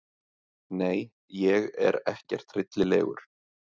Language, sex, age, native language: Icelandic, male, 30-39, Icelandic